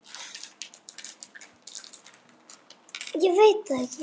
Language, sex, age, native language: Icelandic, female, 6, Icelandic